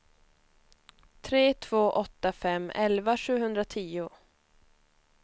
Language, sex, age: Swedish, female, 21